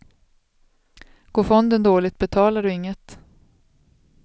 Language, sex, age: Swedish, female, 36